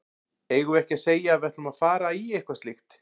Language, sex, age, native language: Icelandic, male, 40-49, Icelandic